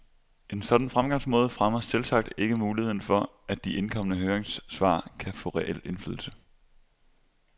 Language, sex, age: Danish, male, 25